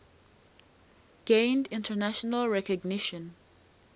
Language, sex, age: English, female, 19